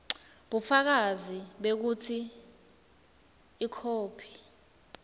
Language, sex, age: Swati, female, 19